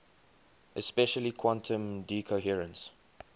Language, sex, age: English, male, 23